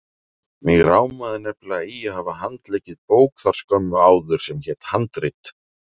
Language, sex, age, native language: Icelandic, male, 40-49, Icelandic